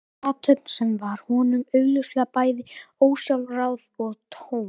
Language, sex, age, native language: Icelandic, male, 18-19, Icelandic